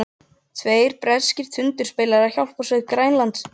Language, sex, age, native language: Icelandic, other, 12, Icelandic